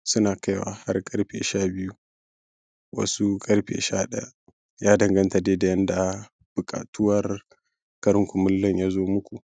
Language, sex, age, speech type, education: Hausa, male, 15-29, spontaneous, primary